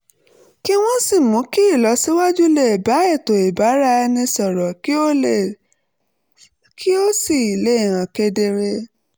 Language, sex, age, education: Yoruba, female, 30-45, tertiary